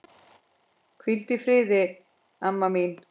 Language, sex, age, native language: Icelandic, female, 10, Icelandic